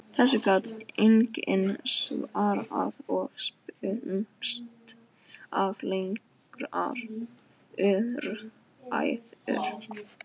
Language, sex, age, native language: Icelandic, female, 12, Icelandic